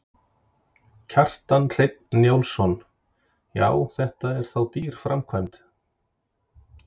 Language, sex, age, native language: Icelandic, male, 30-39, Icelandic